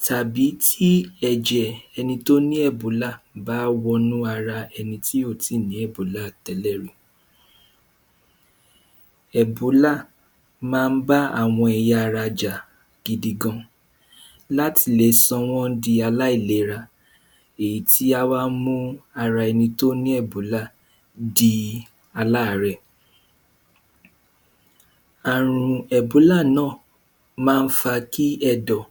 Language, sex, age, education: Yoruba, male, 15-29, tertiary